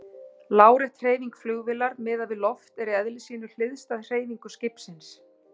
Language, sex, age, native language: Icelandic, female, 40-49, Icelandic